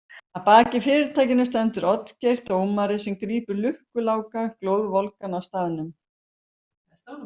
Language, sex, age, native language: Icelandic, female, 50-59, Icelandic